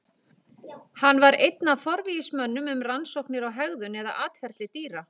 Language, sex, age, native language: Icelandic, female, 40-49, Icelandic